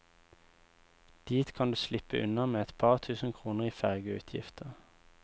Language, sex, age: Norwegian, male, 24